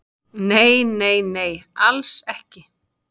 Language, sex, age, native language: Icelandic, female, 30-39, Icelandic